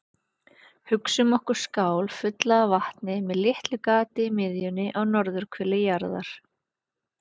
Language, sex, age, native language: Icelandic, female, 30-39, Icelandic